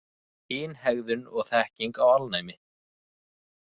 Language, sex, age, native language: Icelandic, male, 20-29, Icelandic